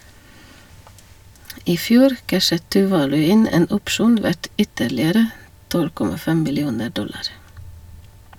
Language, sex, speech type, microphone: Norwegian, female, read, Shure